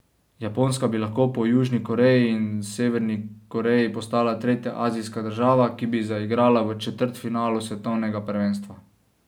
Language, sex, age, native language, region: Slovenian, male, 18-29, Slovenian, Savinja region